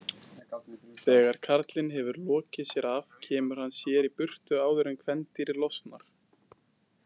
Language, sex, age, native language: Icelandic, male, 20-29, Icelandic